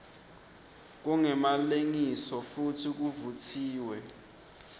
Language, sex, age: Swati, male, 20